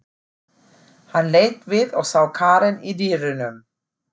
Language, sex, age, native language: Icelandic, female, 40-49, German